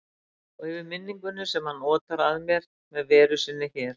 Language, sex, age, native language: Icelandic, female, 60-69, Icelandic